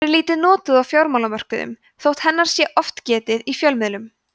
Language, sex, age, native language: Icelandic, female, 20-29, Icelandic